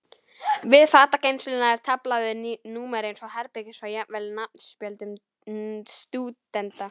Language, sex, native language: Icelandic, female, Icelandic